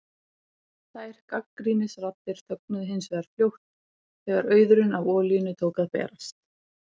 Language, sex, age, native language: Icelandic, female, 30-39, Icelandic